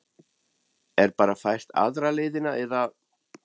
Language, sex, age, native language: Icelandic, male, 40-49, German